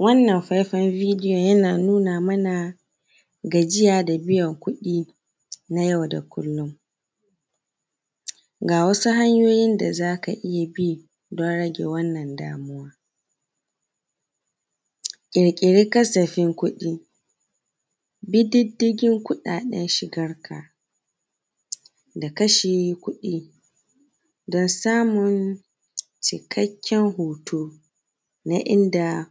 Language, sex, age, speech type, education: Hausa, female, 15-29, spontaneous, secondary